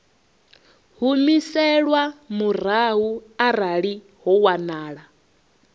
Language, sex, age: Venda, female, 21